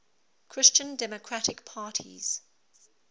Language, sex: English, female